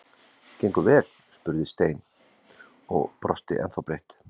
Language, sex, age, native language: Icelandic, male, 40-49, Icelandic